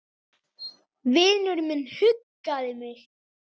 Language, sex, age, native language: Icelandic, male, 8, Icelandic